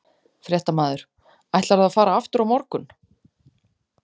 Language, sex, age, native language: Icelandic, female, 30-39, Icelandic